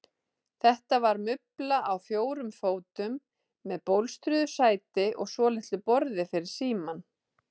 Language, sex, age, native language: Icelandic, female, 30-39, Icelandic